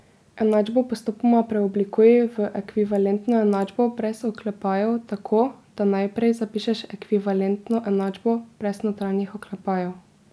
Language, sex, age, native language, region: Slovenian, female, 18-29, Slovenian, Drava region